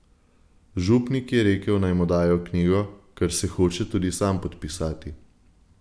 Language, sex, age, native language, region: Slovenian, male, 18-29, Slovenian, Gorenjska region